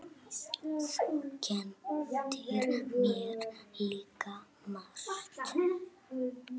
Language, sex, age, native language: Icelandic, female, 8, Icelandic